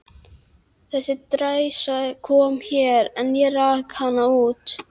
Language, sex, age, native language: Icelandic, female, 11, Icelandic